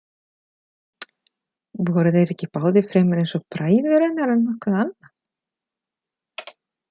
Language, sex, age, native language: Icelandic, female, 40-49, Icelandic